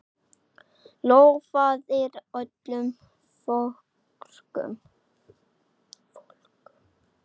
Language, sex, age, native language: Icelandic, male, 8, Icelandic